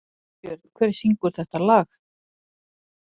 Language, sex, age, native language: Icelandic, female, 40-49, Icelandic